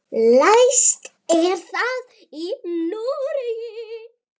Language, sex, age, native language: Icelandic, female, 9, Icelandic